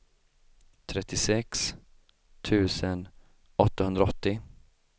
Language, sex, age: Swedish, male, 25